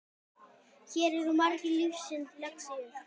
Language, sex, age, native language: Icelandic, male, 10, Icelandic